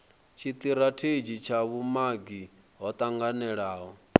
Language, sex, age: Venda, male, 23